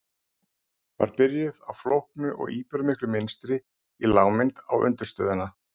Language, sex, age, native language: Icelandic, male, 30-39, Icelandic